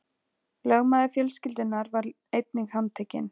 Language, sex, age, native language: Icelandic, female, 40-49, Icelandic